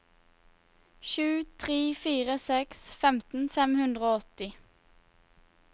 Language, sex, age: Norwegian, female, 21